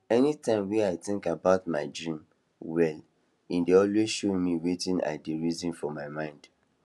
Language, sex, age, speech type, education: Nigerian Pidgin, male, 15-29, spontaneous, tertiary